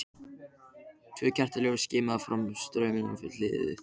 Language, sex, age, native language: Icelandic, male, 13, Icelandic